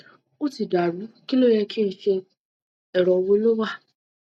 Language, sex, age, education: Yoruba, female, 30-45, tertiary